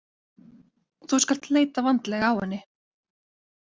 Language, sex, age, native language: Icelandic, female, 30-39, Icelandic